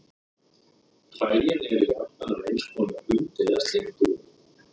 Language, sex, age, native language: Icelandic, male, 30-39, Icelandic